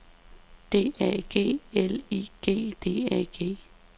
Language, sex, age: Danish, female, 32